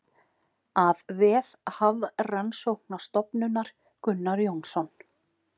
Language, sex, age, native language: Icelandic, female, 40-49, Icelandic